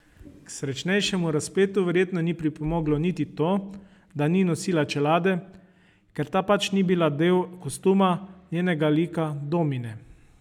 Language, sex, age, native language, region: Slovenian, male, 30-49, Slovenian, Savinja region